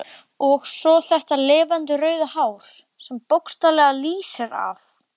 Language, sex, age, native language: Icelandic, male, 12, Icelandic